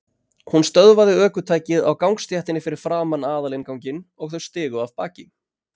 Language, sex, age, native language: Icelandic, male, 30-39, Icelandic